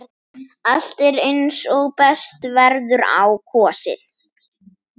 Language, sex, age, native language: Icelandic, female, 10, Icelandic